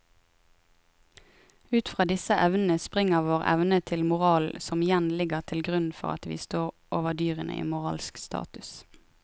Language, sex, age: Norwegian, female, 23